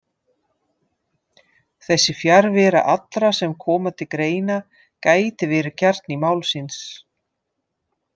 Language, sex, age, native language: Icelandic, female, 50-59, Dutch